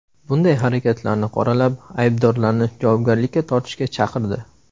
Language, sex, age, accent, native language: Uzbek, male, 18-24, Samarqand, Uzbek